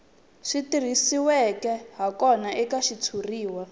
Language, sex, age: Tsonga, female, 20